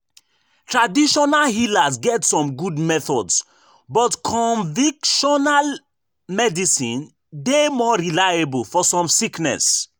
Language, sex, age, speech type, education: Nigerian Pidgin, male, 15-29, spontaneous, tertiary